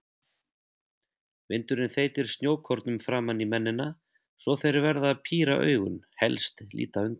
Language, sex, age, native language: Icelandic, male, 30-39, Icelandic